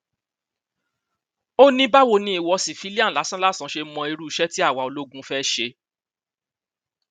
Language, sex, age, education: Yoruba, male, 30-45, tertiary